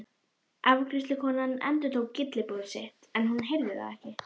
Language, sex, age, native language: Icelandic, female, 11, Icelandic